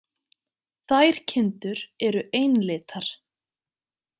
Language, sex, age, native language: Icelandic, female, 20-29, Icelandic